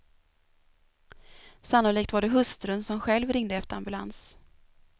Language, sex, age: Swedish, female, 24